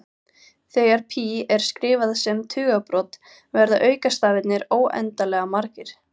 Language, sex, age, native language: Icelandic, female, 18-19, Icelandic